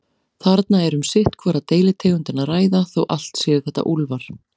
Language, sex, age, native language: Icelandic, female, 40-49, Icelandic